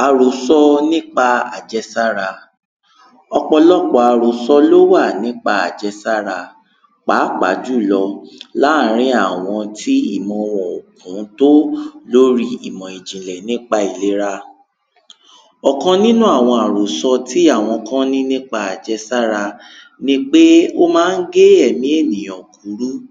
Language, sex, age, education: Yoruba, male, 15-29, tertiary